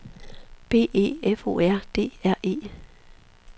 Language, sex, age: Danish, female, 43